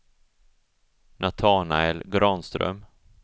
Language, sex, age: Swedish, male, 34